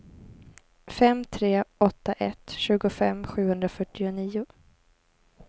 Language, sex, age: Swedish, female, 18